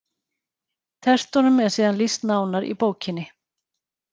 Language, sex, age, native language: Icelandic, female, 40-49, Icelandic